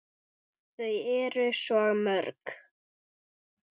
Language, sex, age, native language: Icelandic, male, 9, Icelandic